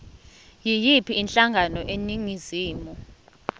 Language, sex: Zulu, female